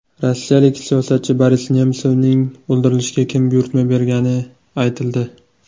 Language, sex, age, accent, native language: Uzbek, male, 19-29, Toshkent shahri, Uzbek